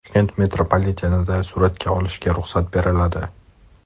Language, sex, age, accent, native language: Uzbek, male, 25-34, Toshkent shahri, Uzbek